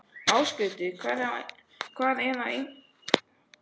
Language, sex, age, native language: Icelandic, male, 12, Icelandic